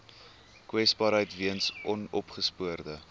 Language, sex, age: Afrikaans, male, 19